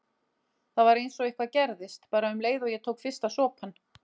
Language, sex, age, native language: Icelandic, female, 40-49, Icelandic